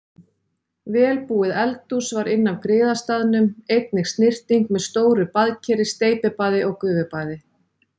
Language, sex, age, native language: Icelandic, female, 40-49, Icelandic